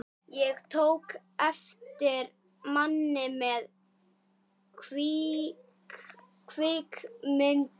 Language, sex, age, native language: Icelandic, female, 12, Icelandic